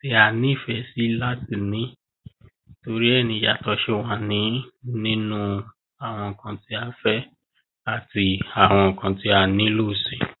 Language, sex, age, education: Yoruba, male, 15-29, primary